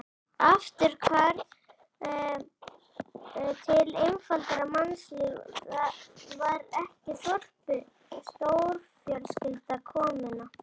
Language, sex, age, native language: Icelandic, male, 11, Icelandic